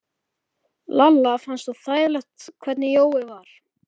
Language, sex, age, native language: Icelandic, male, 13, Icelandic